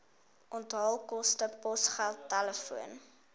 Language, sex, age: Afrikaans, female, 21